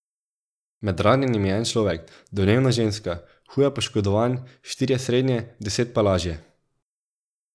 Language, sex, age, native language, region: Slovenian, male, 18-29, Slovenian, Drava region